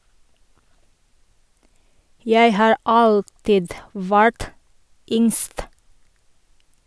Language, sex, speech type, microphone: Norwegian, female, read, Sennheiser